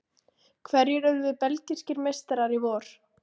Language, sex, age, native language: Icelandic, female, 18-19, Icelandic